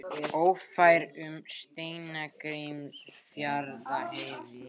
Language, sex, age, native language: Icelandic, male, 18-19, Icelandic